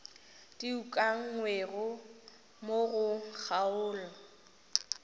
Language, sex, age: Northern Sotho, female, 19